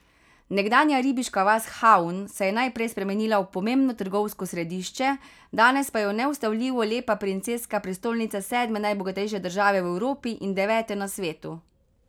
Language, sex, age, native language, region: Slovenian, female, 30-49, Slovenian, Carinthia region